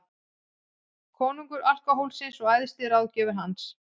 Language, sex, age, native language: Icelandic, female, 40-49, Icelandic